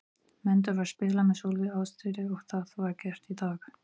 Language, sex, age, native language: Icelandic, female, 40-49, Icelandic